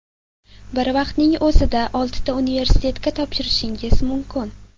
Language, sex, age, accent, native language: Uzbek, female, 18-24, Sirdaryo, Uzbek